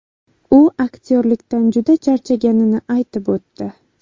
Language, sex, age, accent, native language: Uzbek, female, 18-24, Buxoro, Uzbek